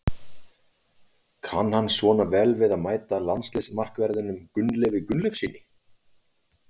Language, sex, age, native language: Icelandic, male, 40-49, Icelandic